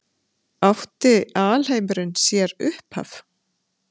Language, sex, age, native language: Icelandic, female, 50-59, Icelandic